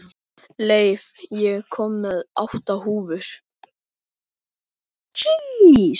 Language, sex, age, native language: Icelandic, male, 13, Icelandic